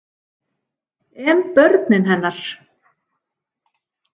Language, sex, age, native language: Icelandic, female, 40-49, Icelandic